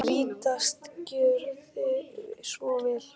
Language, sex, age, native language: Icelandic, male, 9, Icelandic